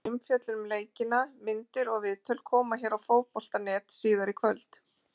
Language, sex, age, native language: Icelandic, female, 40-49, Icelandic